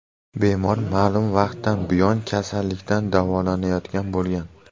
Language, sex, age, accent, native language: Uzbek, male, 18-24, Namangan, Uzbek